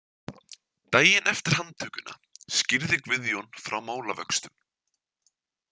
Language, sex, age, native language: Icelandic, male, 20-29, Icelandic